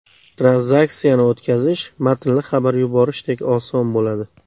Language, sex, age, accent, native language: Uzbek, male, 18-24, Xorazm, Uzbek